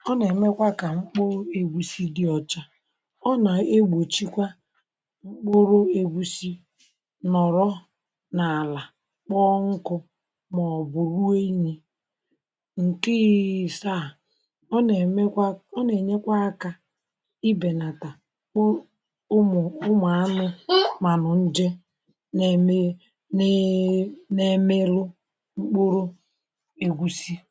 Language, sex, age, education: Igbo, male, 46-60, tertiary